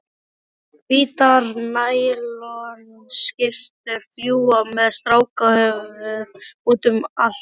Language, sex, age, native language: Icelandic, male, 12, Icelandic